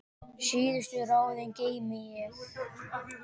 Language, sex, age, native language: Icelandic, male, 10, Icelandic